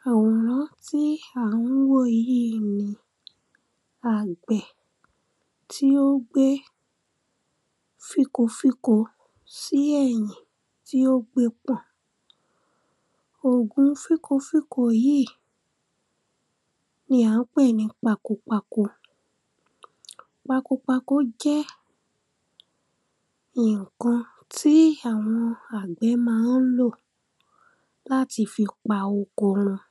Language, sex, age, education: Yoruba, female, 15-29, primary